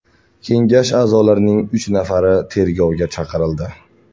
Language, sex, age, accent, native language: Uzbek, male, 18-24, Andijon, Uzbek